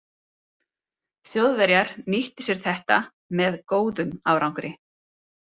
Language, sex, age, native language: Icelandic, female, 30-39, Icelandic